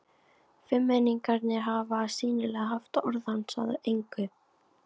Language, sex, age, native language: Icelandic, female, 15, Icelandic